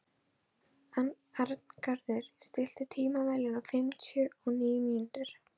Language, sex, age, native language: Icelandic, female, 12, Icelandic